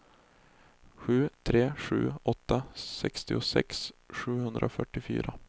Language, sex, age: Swedish, male, 20